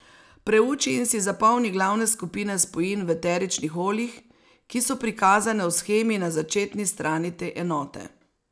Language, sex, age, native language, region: Slovenian, female, 60+, Slovenian, Savinja region